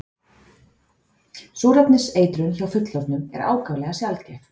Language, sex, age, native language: Icelandic, female, 30-39, Icelandic